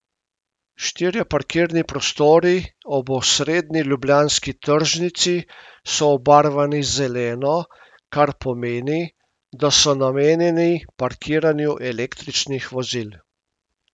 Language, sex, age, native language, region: Slovenian, male, 50-59, Slovenian, Primorsko-notranjska region